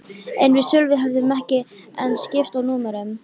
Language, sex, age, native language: Icelandic, female, 13, Icelandic